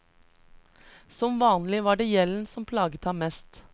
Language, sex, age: Norwegian, female, 33